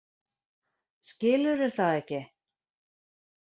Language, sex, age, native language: Icelandic, female, 40-49, Icelandic